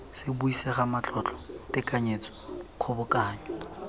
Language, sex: Tswana, male